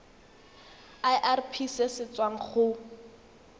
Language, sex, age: Tswana, female, 21